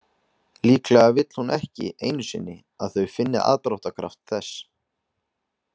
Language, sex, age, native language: Icelandic, male, 20-29, Icelandic